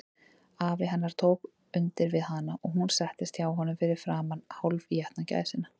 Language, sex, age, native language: Icelandic, female, 30-39, Icelandic